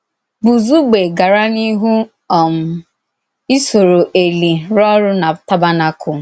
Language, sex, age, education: Igbo, female, 15-29, tertiary